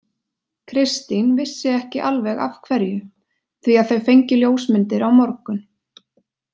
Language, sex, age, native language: Icelandic, female, 20-29, Icelandic